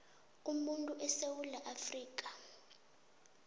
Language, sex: South Ndebele, female